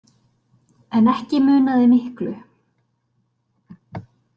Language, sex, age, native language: Icelandic, female, 30-39, Icelandic